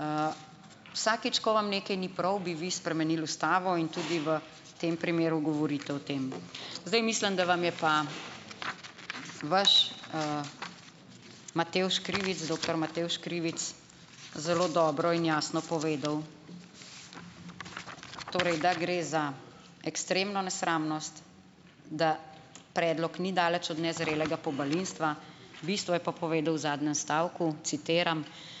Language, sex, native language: Slovenian, female, Slovenian